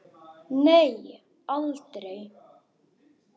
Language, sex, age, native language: Icelandic, male, 10, Icelandic